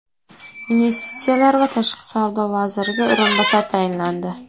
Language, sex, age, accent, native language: Uzbek, female, 18-24, Toshkent viloyati, Uzbek